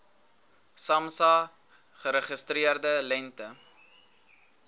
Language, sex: Afrikaans, male